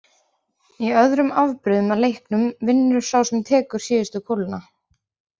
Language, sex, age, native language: Icelandic, female, 20-29, Icelandic